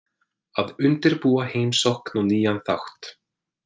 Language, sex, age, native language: Icelandic, male, 20-29, English